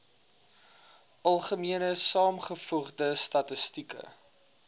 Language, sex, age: Afrikaans, male, 19